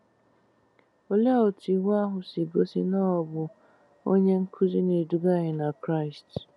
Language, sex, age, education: Igbo, female, 15-29, tertiary